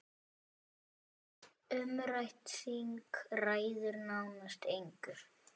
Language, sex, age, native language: Icelandic, male, 9, Icelandic